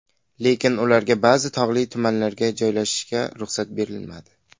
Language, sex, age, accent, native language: Uzbek, male, under 19, Qashqadaryo, Uzbek